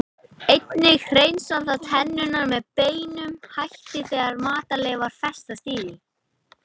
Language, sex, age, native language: Icelandic, male, 18-19, Icelandic